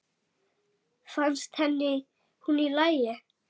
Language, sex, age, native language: Icelandic, female, 8, Icelandic